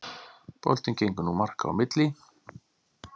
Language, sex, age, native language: Icelandic, male, 40-49, Icelandic